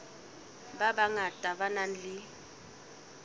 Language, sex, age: Southern Sotho, female, 19